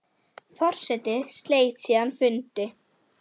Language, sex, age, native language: Icelandic, female, 10, Icelandic